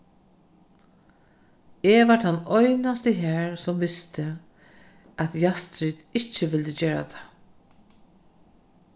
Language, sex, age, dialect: Faroese, female, 36-60, Norðurstreymoy/Eysturoy